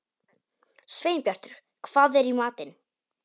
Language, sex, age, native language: Icelandic, male, 18-19, Polish